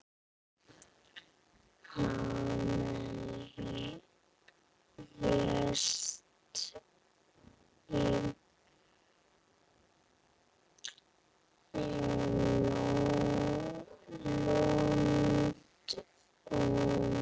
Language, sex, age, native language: Icelandic, female, 8, Icelandic